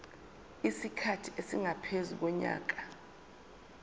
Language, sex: Zulu, female